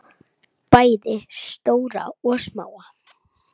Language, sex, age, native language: Icelandic, female, 8, Icelandic